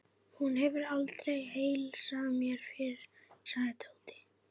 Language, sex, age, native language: Icelandic, female, 11, Icelandic